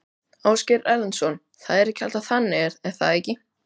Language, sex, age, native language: Icelandic, male, 12, Icelandic